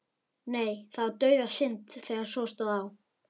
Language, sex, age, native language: Icelandic, male, 11, Icelandic